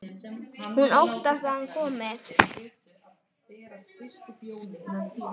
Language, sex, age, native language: Icelandic, male, 9, Icelandic